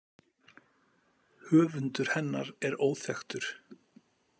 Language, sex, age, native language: Icelandic, male, 50-59, Icelandic